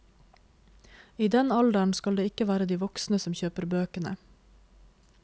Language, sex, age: Norwegian, female, 26